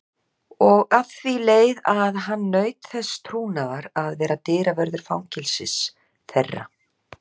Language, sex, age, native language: Icelandic, female, 60-69, Icelandic